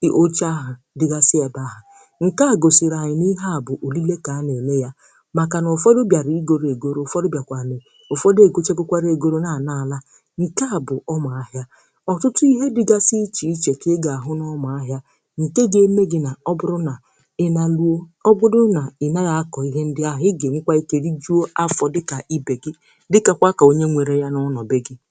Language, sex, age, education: Igbo, female, 15-29, tertiary